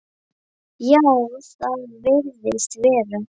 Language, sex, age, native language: Icelandic, male, 9, Icelandic